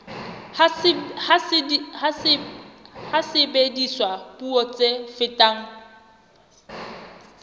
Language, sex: Southern Sotho, female